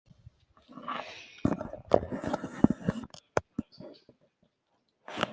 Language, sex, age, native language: Icelandic, male, 10, Icelandic